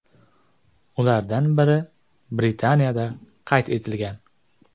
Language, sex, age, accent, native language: Uzbek, male, 18-24, Jizzax, Uzbek